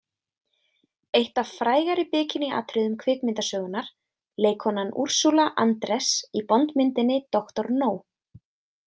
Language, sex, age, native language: Icelandic, female, 20-29, Icelandic